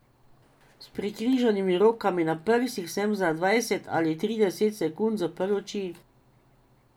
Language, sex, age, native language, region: Slovenian, female, 50-59, Slovenian, Drava region